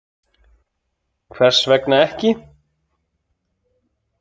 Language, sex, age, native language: Icelandic, male, 30-39, Icelandic